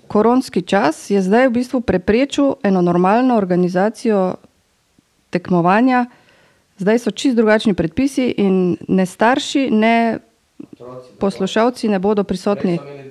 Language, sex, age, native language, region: Slovenian, female, 50-59, Slovenian, Drava region